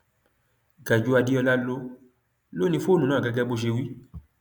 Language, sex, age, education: Yoruba, male, 30-45, tertiary